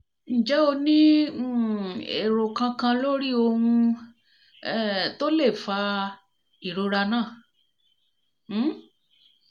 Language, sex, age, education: Yoruba, female, 30-45, tertiary